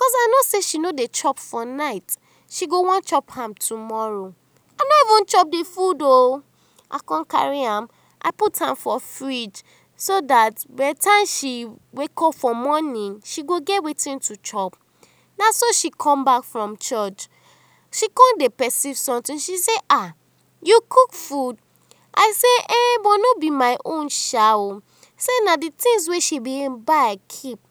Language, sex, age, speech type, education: Nigerian Pidgin, female, 30-45, spontaneous, tertiary